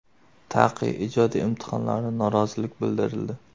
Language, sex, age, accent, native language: Uzbek, male, 18-24, Surxondaryo, Uzbek